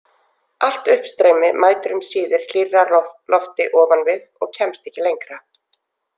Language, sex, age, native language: Icelandic, female, 40-49, Icelandic